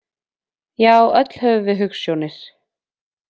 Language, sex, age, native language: Icelandic, female, 20-29, Icelandic